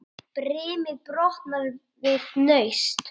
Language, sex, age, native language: Icelandic, male, 8, Icelandic